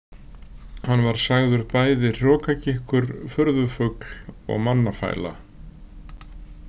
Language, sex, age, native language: Icelandic, male, 60-69, Icelandic